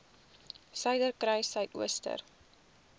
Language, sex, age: Afrikaans, female, 20